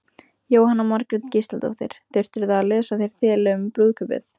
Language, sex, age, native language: Icelandic, female, 15, Icelandic